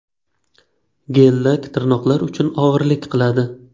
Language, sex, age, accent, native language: Uzbek, male, 25-34, Qashqadaryo, Uzbek